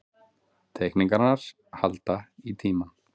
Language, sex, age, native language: Icelandic, male, 40-49, Icelandic